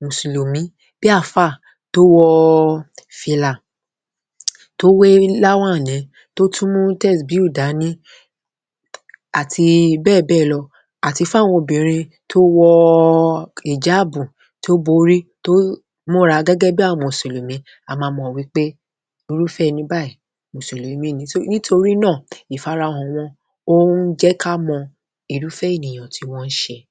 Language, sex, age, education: Yoruba, female, 30-45, tertiary